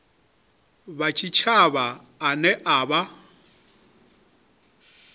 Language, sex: Venda, male